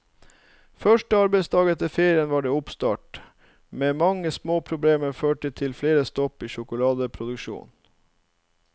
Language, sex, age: Norwegian, male, 39